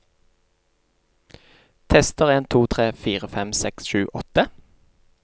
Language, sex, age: Norwegian, male, 28